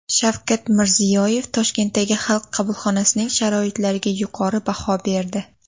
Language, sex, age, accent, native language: Uzbek, female, under 19, Toshkent viloyati, Uzbek